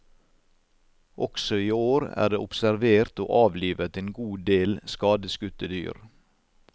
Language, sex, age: Norwegian, male, 56